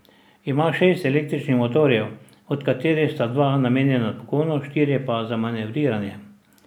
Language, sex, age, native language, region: Slovenian, male, 60+, Slovenian, Drava region